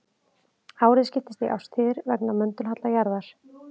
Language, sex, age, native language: Icelandic, female, 30-39, Icelandic